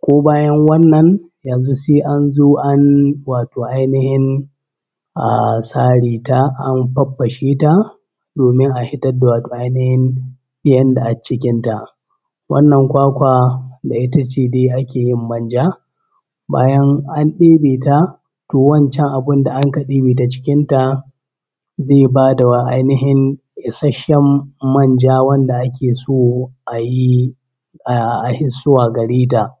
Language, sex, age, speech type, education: Hausa, male, 15-29, spontaneous, primary